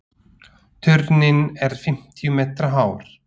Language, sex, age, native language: Icelandic, male, 40-49, Slovak